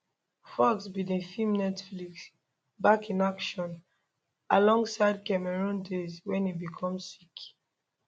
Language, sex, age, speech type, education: Nigerian Pidgin, female, 15-29, spontaneous, tertiary